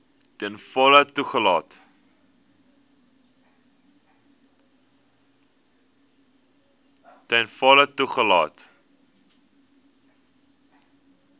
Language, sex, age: Afrikaans, male, 19